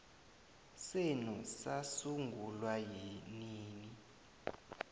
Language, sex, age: South Ndebele, male, 20